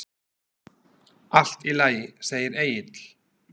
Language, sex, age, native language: Icelandic, male, 40-49, Slovak